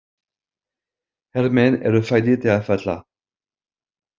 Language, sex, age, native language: Icelandic, male, 50-59, French